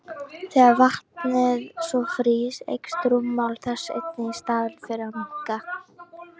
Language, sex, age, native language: Icelandic, female, 18-19, Icelandic